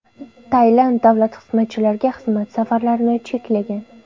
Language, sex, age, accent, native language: Uzbek, female, 19-29, Andijon, Uzbek